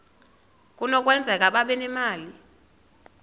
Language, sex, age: Xhosa, female, 30